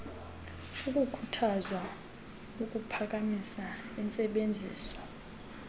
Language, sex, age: Xhosa, female, 22